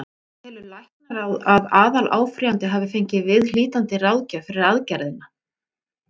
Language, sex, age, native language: Icelandic, female, 40-49, Icelandic